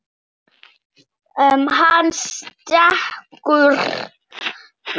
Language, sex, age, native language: Icelandic, female, 7, Icelandic